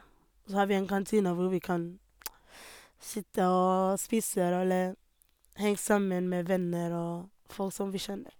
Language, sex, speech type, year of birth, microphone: Norwegian, female, spontaneous, 1988, Sennheiser